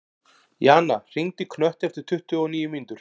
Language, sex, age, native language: Icelandic, male, 40-49, Icelandic